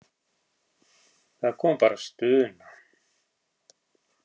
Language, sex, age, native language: Icelandic, male, 50-59, Icelandic